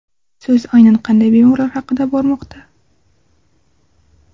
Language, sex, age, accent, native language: Uzbek, female, 19-29, Surxondaryo, Uzbek